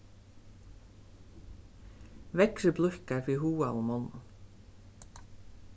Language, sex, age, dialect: Faroese, female, 36-60, Suðurstreymoy